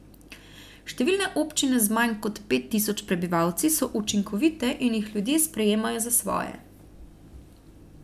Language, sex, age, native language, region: Slovenian, female, 30-49, Slovenian, Central Slovenia